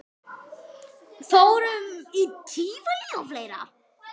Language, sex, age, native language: Icelandic, male, 6, Icelandic